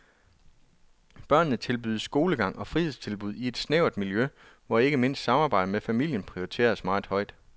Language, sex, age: Danish, male, 33